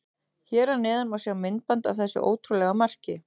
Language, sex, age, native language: Icelandic, female, 30-39, Icelandic